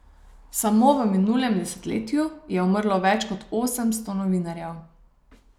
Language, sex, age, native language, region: Slovenian, female, 30-49, Slovenian, Savinja region